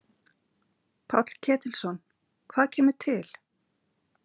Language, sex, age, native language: Icelandic, female, 50-59, Icelandic